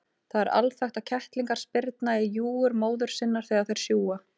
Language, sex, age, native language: Icelandic, female, 30-39, Icelandic